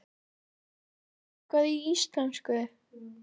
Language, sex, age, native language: Icelandic, female, 13, Icelandic